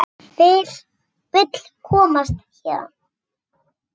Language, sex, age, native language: Icelandic, female, 6, Icelandic